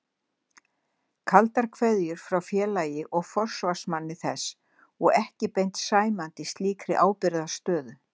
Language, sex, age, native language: Icelandic, female, 60-69, Icelandic